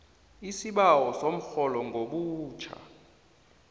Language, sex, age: South Ndebele, male, 22